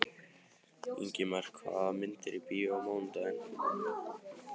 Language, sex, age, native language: Icelandic, male, 18-19, Icelandic